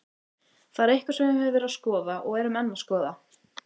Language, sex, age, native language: Icelandic, female, 18-19, Icelandic